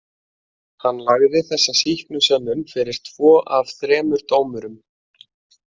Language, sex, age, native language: Icelandic, male, 20-29, Icelandic